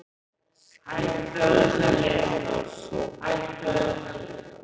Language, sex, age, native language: Icelandic, male, 15, Icelandic